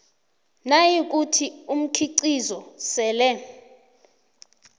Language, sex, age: South Ndebele, female, 29